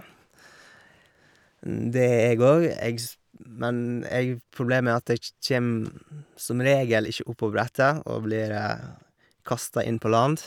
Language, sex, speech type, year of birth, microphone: Norwegian, male, spontaneous, 1978, Shure